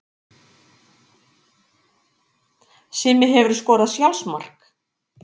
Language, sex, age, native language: Icelandic, female, 50-59, Icelandic